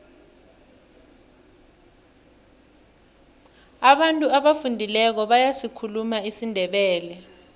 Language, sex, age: South Ndebele, female, 23